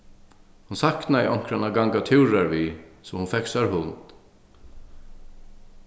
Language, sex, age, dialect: Faroese, male, 36-60, Sandoy